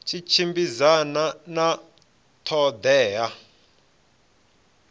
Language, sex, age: Venda, male, 26